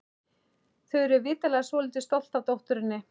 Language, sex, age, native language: Icelandic, male, 11, Icelandic